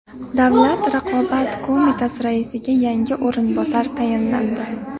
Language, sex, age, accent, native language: Uzbek, female, under 19, Xorazm, Uzbek